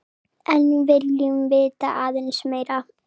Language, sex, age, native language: Icelandic, female, 7, Serbo-Croatian